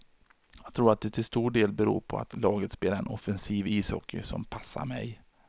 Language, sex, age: Swedish, male, 33